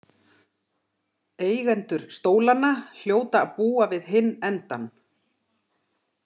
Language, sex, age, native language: Icelandic, female, 50-59, Icelandic